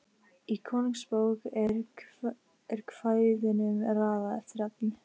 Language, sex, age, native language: Icelandic, female, 15, Icelandic